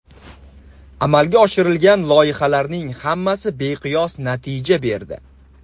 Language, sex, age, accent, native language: Uzbek, male, 25-34, Andijon, Uzbek